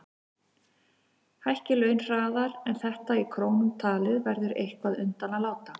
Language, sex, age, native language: Icelandic, female, 50-59, Icelandic